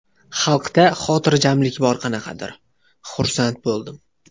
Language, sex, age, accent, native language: Uzbek, male, 18-24, Toshkent viloyati, Uzbek